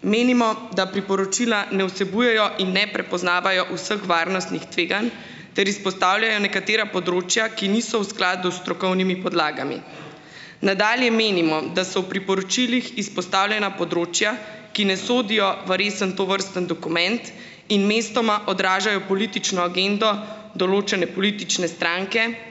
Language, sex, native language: Slovenian, male, Slovenian